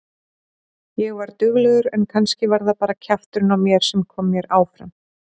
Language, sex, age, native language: Icelandic, female, 40-49, Icelandic